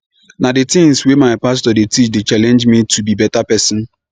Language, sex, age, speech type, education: Nigerian Pidgin, male, 15-29, spontaneous, tertiary